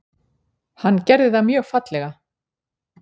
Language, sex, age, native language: Icelandic, female, 40-49, Icelandic